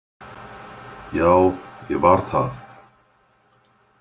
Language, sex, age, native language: Icelandic, male, 50-59, Icelandic